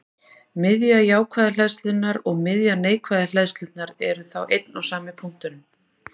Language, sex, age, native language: Icelandic, female, 40-49, Icelandic